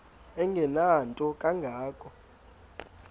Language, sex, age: Xhosa, male, 19